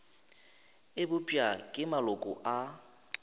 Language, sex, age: Northern Sotho, male, 23